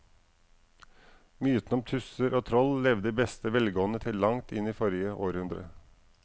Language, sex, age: Norwegian, male, 44